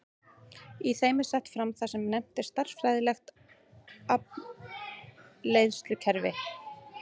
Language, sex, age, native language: Icelandic, female, 30-39, Icelandic